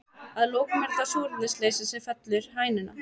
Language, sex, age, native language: Icelandic, female, 20-29, Icelandic